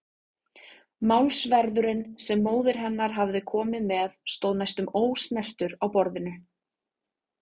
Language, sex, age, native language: Icelandic, female, 30-39, Icelandic